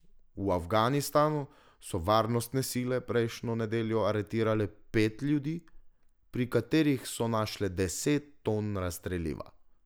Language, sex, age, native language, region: Slovenian, male, 18-29, Slovenian, Drava region